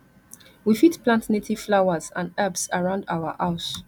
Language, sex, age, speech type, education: Nigerian Pidgin, female, 15-29, spontaneous, tertiary